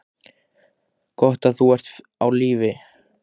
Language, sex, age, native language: Icelandic, male, 15, Icelandic